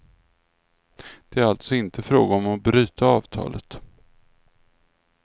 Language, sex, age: Swedish, male, 46